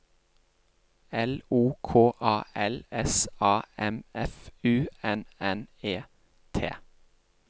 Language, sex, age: Norwegian, male, 28